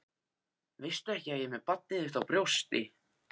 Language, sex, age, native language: Icelandic, male, 14, Icelandic